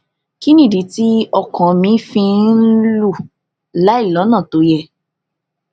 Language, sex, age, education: Yoruba, female, 15-29, tertiary